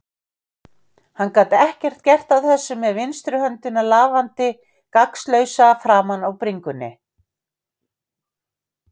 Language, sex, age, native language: Icelandic, female, 50-59, Icelandic